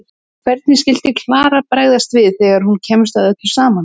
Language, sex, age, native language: Icelandic, female, 20-29, Icelandic